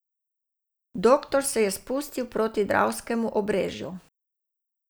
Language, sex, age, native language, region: Slovenian, female, 60+, Slovenian, Savinja region